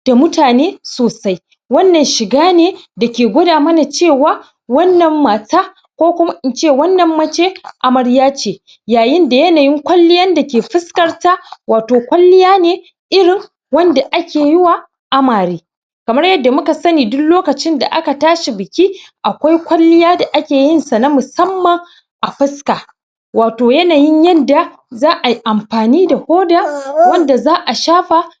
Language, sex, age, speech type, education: Hausa, male, 15-29, spontaneous, secondary